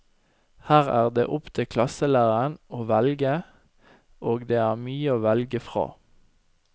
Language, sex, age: Norwegian, male, 29